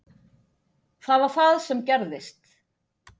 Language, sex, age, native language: Icelandic, female, 40-49, Icelandic